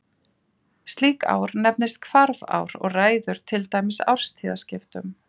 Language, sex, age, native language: Icelandic, female, 40-49, Icelandic